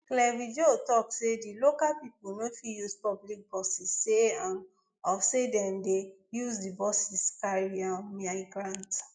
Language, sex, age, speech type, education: Nigerian Pidgin, female, 15-29, spontaneous, tertiary